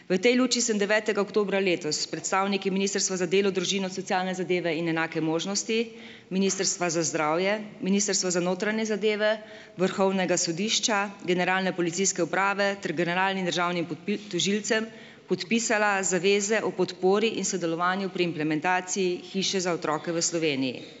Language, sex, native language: Slovenian, female, Slovenian